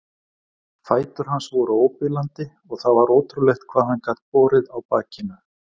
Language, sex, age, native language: Icelandic, male, 40-49, Icelandic